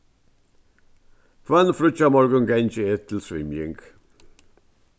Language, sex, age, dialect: Faroese, male, 61+, Vágar